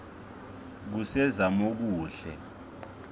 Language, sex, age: South Ndebele, male, 25